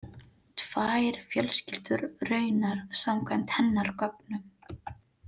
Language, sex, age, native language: Icelandic, female, 30-39, Filipino